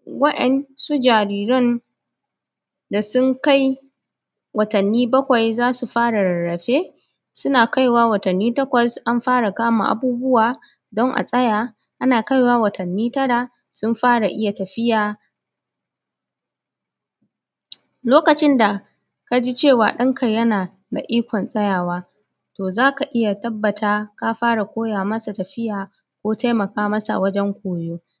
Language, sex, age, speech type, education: Hausa, female, 15-29, spontaneous, secondary